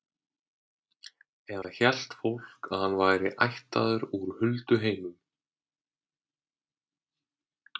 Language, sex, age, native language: Icelandic, male, 30-39, Icelandic